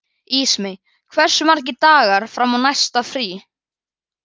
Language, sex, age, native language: Icelandic, male, 11, Icelandic